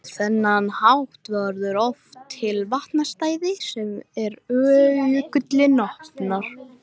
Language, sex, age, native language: Icelandic, female, 18-19, Icelandic